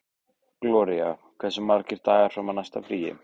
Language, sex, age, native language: Icelandic, male, 15, Icelandic